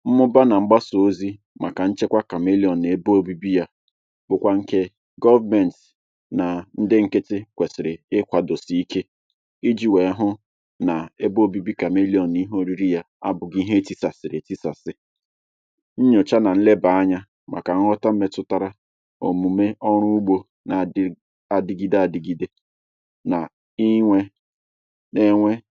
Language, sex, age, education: Igbo, male, 30-45, tertiary